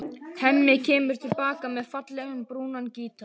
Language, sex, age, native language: Icelandic, male, 12, Icelandic